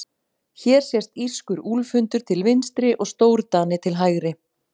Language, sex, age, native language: Icelandic, female, 40-49, Icelandic